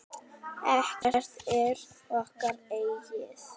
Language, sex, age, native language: Icelandic, female, 9, Icelandic